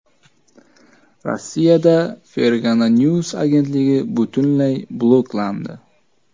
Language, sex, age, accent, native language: Uzbek, male, 18-24, Toshkent viloyati, Uzbek